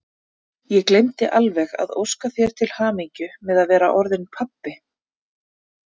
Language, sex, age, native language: Icelandic, female, 30-39, Icelandic